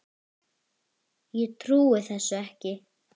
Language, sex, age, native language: Icelandic, female, 10, Icelandic